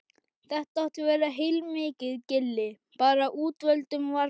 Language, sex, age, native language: Icelandic, male, 11, Icelandic